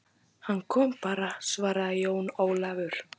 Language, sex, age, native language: Icelandic, female, 18-19, Icelandic